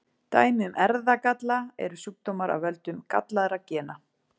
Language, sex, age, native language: Icelandic, female, 40-49, Icelandic